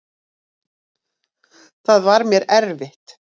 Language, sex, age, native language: Icelandic, female, 40-49, Icelandic